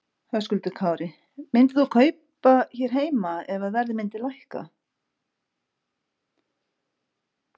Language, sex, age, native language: Icelandic, female, 50-59, Icelandic